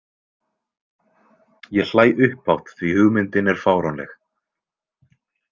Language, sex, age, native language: Icelandic, male, 20-29, Icelandic